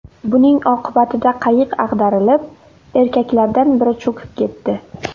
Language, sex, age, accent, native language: Uzbek, female, under 19, Navoiy, Uzbek